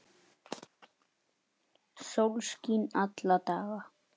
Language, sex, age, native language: Icelandic, male, 9, Icelandic